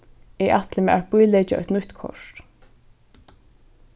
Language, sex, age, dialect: Faroese, female, 15-35, Norðurstreymoy/Eysturoy